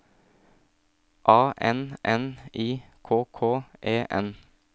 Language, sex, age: Norwegian, male, 27